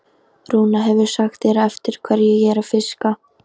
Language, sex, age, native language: Icelandic, female, 13, Icelandic